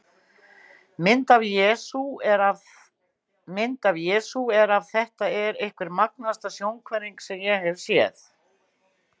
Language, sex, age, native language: Icelandic, female, 60-69, Icelandic